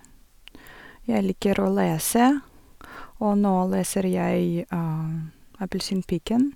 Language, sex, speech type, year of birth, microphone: Norwegian, female, spontaneous, 1982, Sennheiser